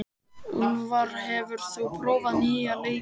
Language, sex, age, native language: Icelandic, male, 13, Icelandic